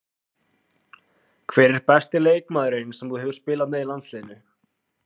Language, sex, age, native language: Icelandic, male, 20-29, Icelandic